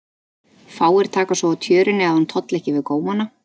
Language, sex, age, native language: Icelandic, female, 30-39, Icelandic